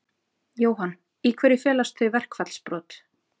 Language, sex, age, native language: Icelandic, female, 40-49, Icelandic